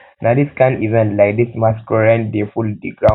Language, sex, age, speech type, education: Nigerian Pidgin, male, 15-29, spontaneous, tertiary